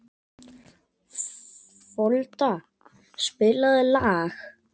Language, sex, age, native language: Icelandic, male, 11, Icelandic